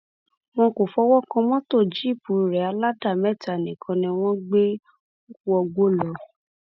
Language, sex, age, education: Yoruba, female, 15-29, tertiary